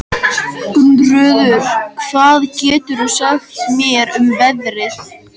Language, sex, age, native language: Icelandic, male, 13, Icelandic